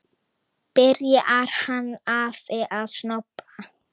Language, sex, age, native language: Icelandic, female, 9, Icelandic